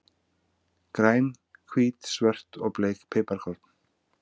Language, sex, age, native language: Icelandic, male, 50-59, Icelandic